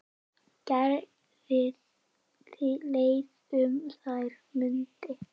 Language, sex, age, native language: Icelandic, male, 10, Icelandic